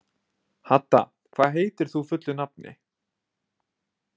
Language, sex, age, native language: Icelandic, male, 20-29, Icelandic